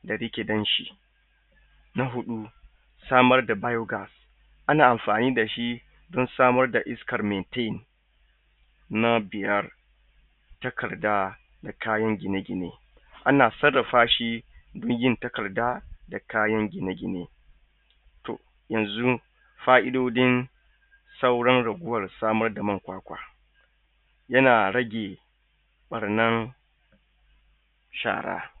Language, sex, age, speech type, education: Hausa, male, 30-45, spontaneous, tertiary